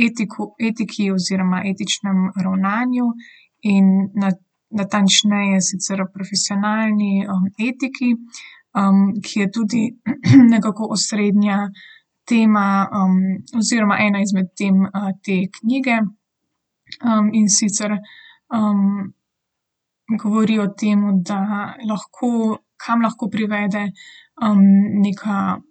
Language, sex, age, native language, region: Slovenian, female, 18-29, Slovenian, Southeast Slovenia